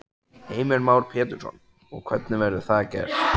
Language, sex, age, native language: Icelandic, male, 14, Icelandic